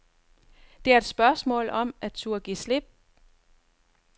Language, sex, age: Danish, female, 42